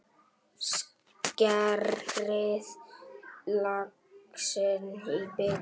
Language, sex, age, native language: Icelandic, male, 9, Icelandic